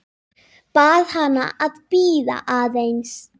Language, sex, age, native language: Icelandic, female, 10, Icelandic